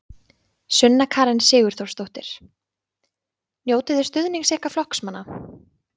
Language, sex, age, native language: Icelandic, female, 20-29, Icelandic